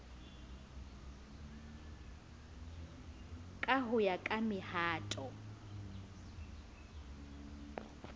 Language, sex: Southern Sotho, female